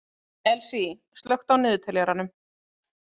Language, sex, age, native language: Icelandic, female, 30-39, Icelandic